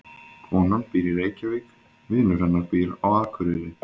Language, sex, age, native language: Icelandic, male, 20-29, Icelandic